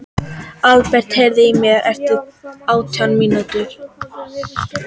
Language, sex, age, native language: Icelandic, female, 18-19, Icelandic